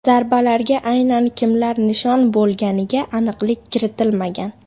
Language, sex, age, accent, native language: Uzbek, female, 18-24, Namangan, Uzbek